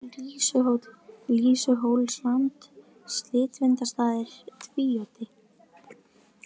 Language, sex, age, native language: Icelandic, female, 20-29, Icelandic